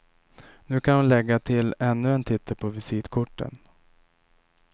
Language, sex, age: Swedish, male, 27